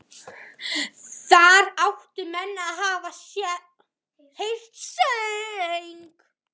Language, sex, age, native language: Icelandic, male, 11, Icelandic